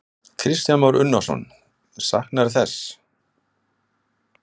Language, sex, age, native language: Icelandic, male, 60-69, Icelandic